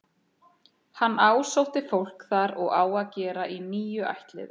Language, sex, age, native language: Icelandic, female, 30-39, Icelandic